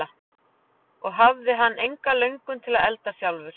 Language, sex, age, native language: Icelandic, female, 40-49, Icelandic